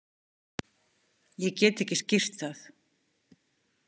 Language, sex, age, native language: Icelandic, female, 50-59, Icelandic